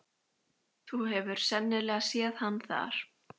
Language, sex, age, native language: Icelandic, female, 13, Icelandic